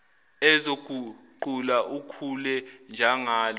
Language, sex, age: Zulu, male, 18